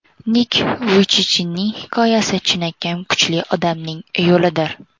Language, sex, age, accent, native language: Uzbek, female, under 19, Toshkent viloyati, Uzbek